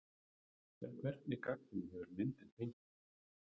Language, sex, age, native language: Icelandic, male, 30-39, Icelandic